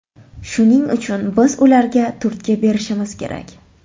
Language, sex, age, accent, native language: Uzbek, female, 25-34, Toshkent shahri, Uzbek